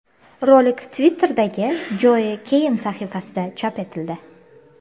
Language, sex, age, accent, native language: Uzbek, female, 25-34, Toshkent shahri, Uzbek